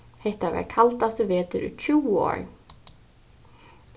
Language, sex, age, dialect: Faroese, female, 15-35, Suðurstreymoy